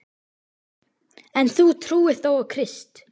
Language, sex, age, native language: Icelandic, female, 12, Icelandic